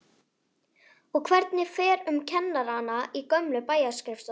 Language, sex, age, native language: Icelandic, female, 11, Icelandic